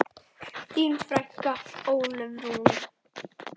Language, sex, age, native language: Icelandic, female, 10, Icelandic